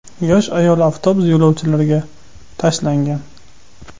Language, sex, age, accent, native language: Uzbek, male, 18-24, Qashqadaryo, Uzbek